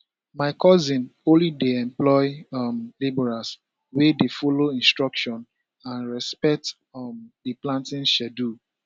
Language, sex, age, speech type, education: Nigerian Pidgin, male, 15-29, spontaneous, secondary